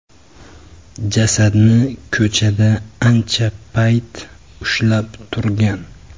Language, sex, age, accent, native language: Uzbek, male, 25-34, Andijon, Uzbek